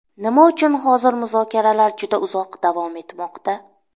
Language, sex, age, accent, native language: Uzbek, female, 25-34, Namangan, Uzbek